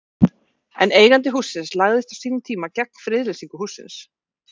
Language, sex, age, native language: Icelandic, female, 40-49, Icelandic